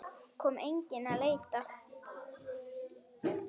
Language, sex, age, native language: Icelandic, female, 9, Icelandic